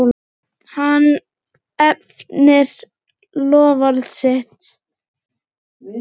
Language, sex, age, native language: Icelandic, male, 8, Icelandic